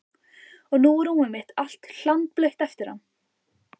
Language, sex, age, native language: Icelandic, female, 14, Icelandic